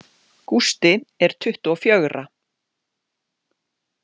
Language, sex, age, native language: Icelandic, female, 40-49, Icelandic